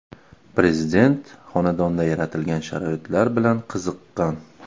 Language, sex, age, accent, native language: Uzbek, male, 25-34, Farg'ona, Uzbek